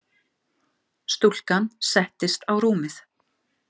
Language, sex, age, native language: Icelandic, female, 50-59, Icelandic